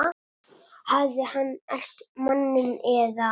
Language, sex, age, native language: Icelandic, male, 8, Italian